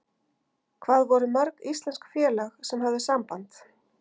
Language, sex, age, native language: Icelandic, female, 50-59, Icelandic